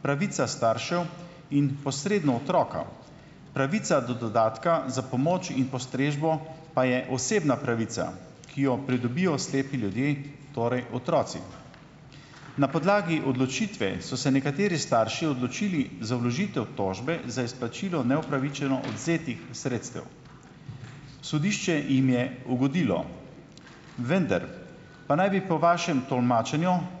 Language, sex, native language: Slovenian, male, Slovenian